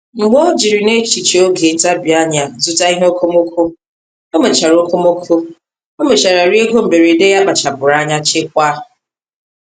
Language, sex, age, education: Igbo, female, 30-45, tertiary